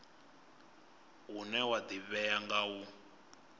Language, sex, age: Venda, male, 24